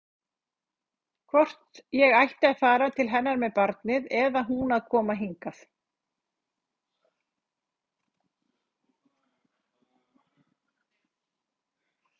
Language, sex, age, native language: Icelandic, female, 40-49, Icelandic